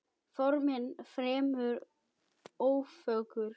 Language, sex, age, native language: Icelandic, female, 10, Icelandic